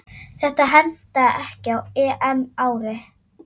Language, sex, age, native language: Icelandic, female, 9, Icelandic